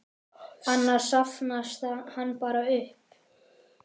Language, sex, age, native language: Icelandic, male, 10, Icelandic